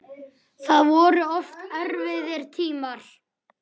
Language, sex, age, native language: Icelandic, male, 9, Icelandic